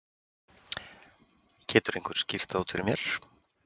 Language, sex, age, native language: Icelandic, male, 50-59, Icelandic